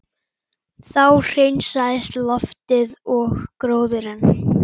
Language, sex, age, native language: Icelandic, female, 40-49, Icelandic